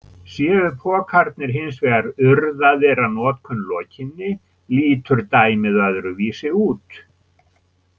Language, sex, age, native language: Icelandic, male, 70-79, Icelandic